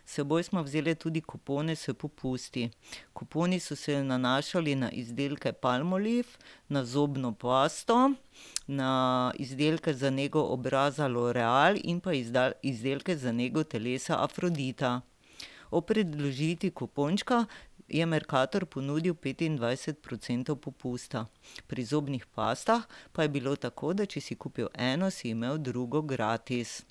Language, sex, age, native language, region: Slovenian, female, 50-59, Slovenian, Drava region